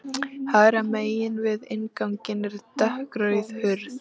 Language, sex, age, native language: Icelandic, female, 13, Icelandic